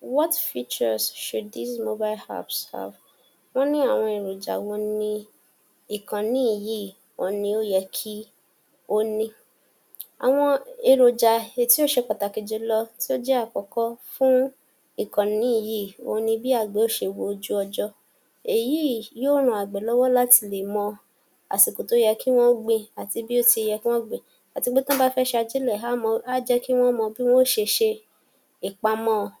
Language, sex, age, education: Yoruba, female, 46-60, tertiary